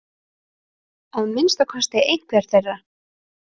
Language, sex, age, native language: Icelandic, female, 30-39, Icelandic